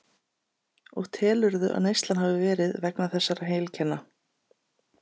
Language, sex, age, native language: Icelandic, female, 30-39, Icelandic